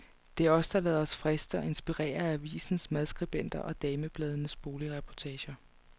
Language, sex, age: Danish, female, 29